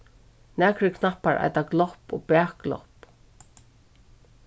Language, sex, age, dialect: Faroese, female, 36-60, Suðuroy